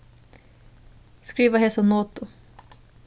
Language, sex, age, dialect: Faroese, female, 15-35, Suðurstreymoy